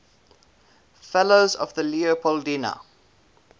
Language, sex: English, male